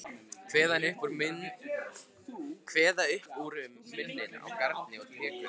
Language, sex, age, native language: Icelandic, male, 15, Icelandic